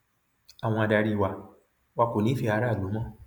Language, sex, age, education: Yoruba, male, 30-45, tertiary